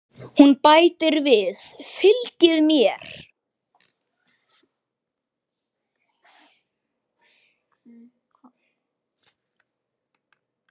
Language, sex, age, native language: Icelandic, male, 10, Icelandic